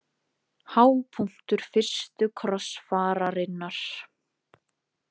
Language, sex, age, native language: Icelandic, female, 20-29, Icelandic